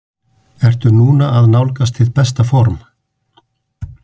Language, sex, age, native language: Icelandic, male, 50-59, Icelandic